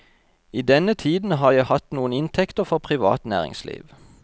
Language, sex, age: Norwegian, male, 32